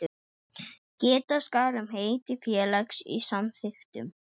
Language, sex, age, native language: Icelandic, male, 12, Icelandic